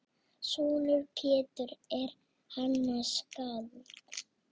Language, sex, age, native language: Icelandic, female, 6, Icelandic